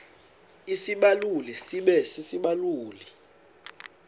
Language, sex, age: Xhosa, male, 19